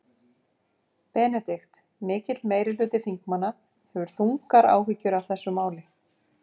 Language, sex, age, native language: Icelandic, female, 50-59, Icelandic